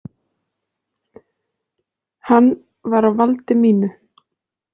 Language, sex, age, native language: Icelandic, female, 20-29, Icelandic